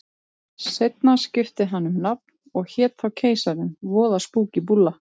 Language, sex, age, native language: Icelandic, female, 30-39, Icelandic